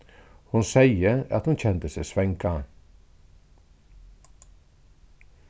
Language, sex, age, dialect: Faroese, male, 36-60, Suðurstreymoy